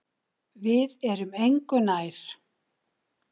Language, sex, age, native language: Icelandic, female, 60-69, Icelandic